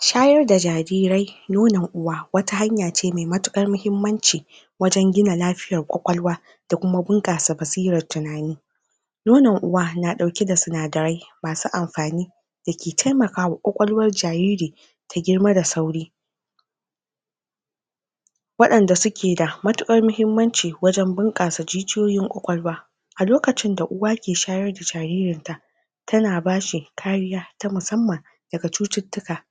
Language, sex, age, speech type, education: Hausa, female, 30-45, spontaneous, tertiary